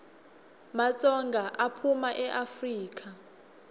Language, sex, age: Swati, female, 21